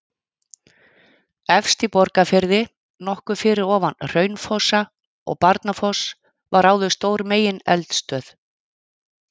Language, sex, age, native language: Icelandic, female, 50-59, Icelandic